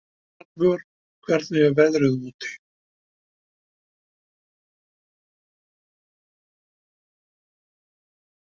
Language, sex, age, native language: Icelandic, male, 60-69, Icelandic